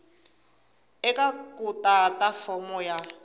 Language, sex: Tsonga, female